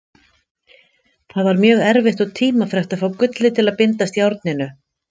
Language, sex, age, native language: Icelandic, female, 50-59, Icelandic